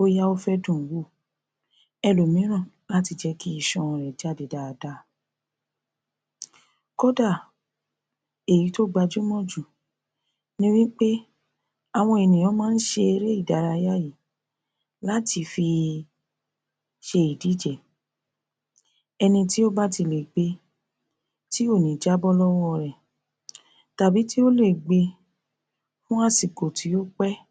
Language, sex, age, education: Yoruba, female, 60+, tertiary